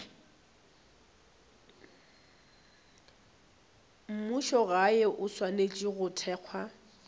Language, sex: Northern Sotho, female